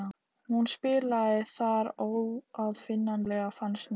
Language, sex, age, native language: Icelandic, female, 18-19, Icelandic